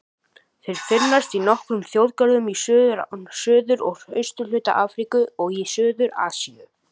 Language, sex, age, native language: Icelandic, male, 18-19, Icelandic